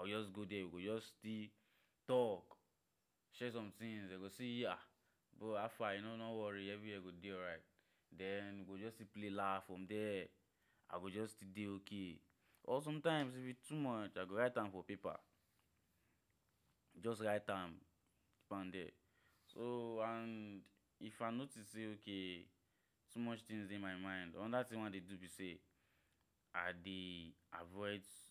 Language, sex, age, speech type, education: Nigerian Pidgin, male, 15-29, spontaneous, tertiary